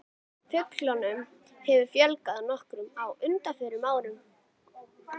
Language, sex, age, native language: Icelandic, female, 40-49, Icelandic